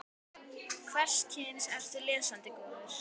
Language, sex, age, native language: Icelandic, female, 10, Icelandic